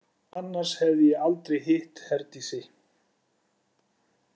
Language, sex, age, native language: Icelandic, male, 40-49, Icelandic